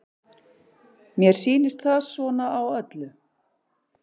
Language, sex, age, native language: Icelandic, male, 11, Icelandic